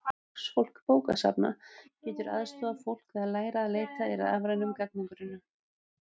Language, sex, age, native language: Icelandic, female, 30-39, Icelandic